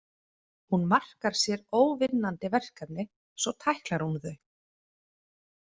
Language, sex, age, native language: Icelandic, female, 30-39, Icelandic